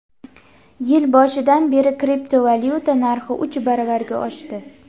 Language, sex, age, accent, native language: Uzbek, female, 19-29, Andijon, Uzbek